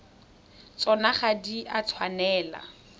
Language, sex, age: Tswana, female, 21